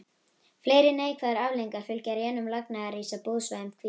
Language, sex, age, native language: Icelandic, female, 18-19, Icelandic